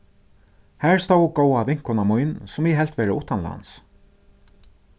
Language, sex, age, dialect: Faroese, male, 36-60, Suðurstreymoy